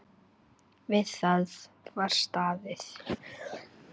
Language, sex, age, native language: Icelandic, female, 9, Icelandic